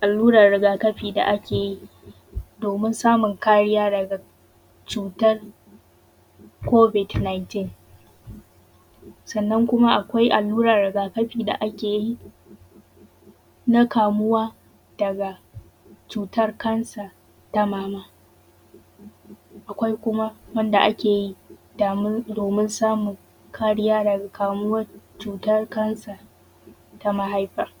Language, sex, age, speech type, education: Hausa, female, 15-29, spontaneous, tertiary